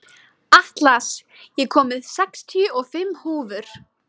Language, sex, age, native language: Icelandic, female, 20-29, Icelandic